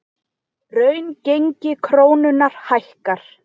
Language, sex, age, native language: Icelandic, female, 20-29, Icelandic